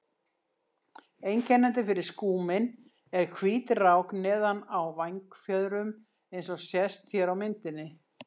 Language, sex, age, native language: Icelandic, female, 60-69, Icelandic